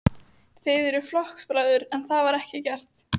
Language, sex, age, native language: Icelandic, female, 14, Icelandic